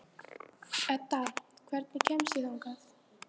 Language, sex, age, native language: Icelandic, female, 13, Icelandic